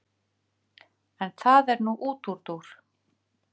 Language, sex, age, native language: Icelandic, female, 50-59, Icelandic